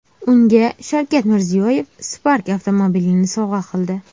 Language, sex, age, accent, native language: Uzbek, female, 19-29, Farg'ona, Uzbek